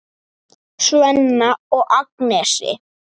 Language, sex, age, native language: Icelandic, male, 9, Icelandic